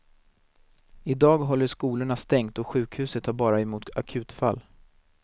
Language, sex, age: Swedish, male, 19